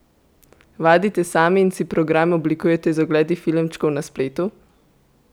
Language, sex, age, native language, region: Slovenian, female, 18-29, Slovenian, Central Slovenia